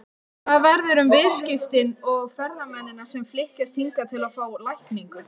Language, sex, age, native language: Icelandic, female, 18-19, Icelandic